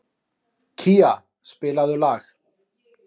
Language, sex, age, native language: Icelandic, male, 30-39, Icelandic